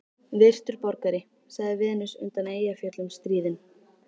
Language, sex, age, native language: Icelandic, female, 13, Icelandic